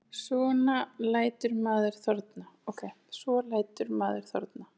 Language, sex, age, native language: Icelandic, male, 8, Icelandic